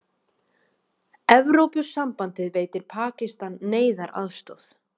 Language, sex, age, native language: Icelandic, female, 20-29, Icelandic